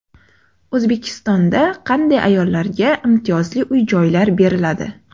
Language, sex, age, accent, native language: Uzbek, female, 18-24, Toshkent shahri, Uzbek